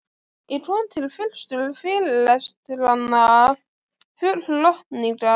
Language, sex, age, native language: Icelandic, female, 12, Icelandic